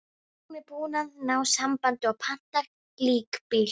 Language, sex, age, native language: Icelandic, female, 11, Icelandic